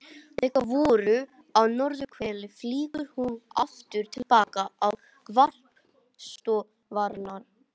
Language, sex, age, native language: Icelandic, male, 18-19, Icelandic